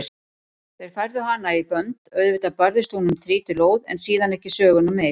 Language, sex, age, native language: Icelandic, female, 40-49, Icelandic